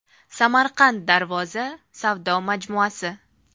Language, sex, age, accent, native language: Uzbek, female, 19-29, Farg'ona, Uzbek